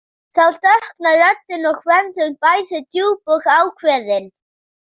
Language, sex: Icelandic, male